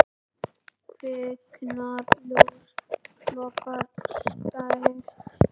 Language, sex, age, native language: Icelandic, male, 10, Icelandic